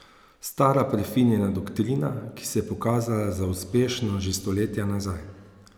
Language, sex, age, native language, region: Slovenian, male, 30-49, Slovenian, Savinja region